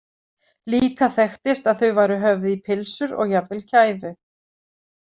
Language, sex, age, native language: Icelandic, female, 40-49, Icelandic